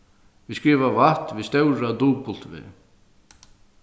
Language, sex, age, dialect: Faroese, male, 36-60, Sandoy